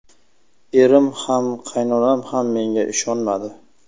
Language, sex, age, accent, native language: Uzbek, male, 25-34, Sirdaryo, Uzbek